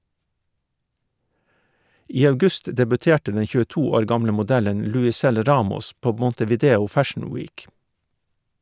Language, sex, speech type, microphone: Norwegian, male, read, Shure